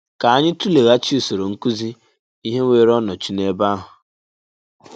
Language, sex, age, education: Igbo, male, 15-29, tertiary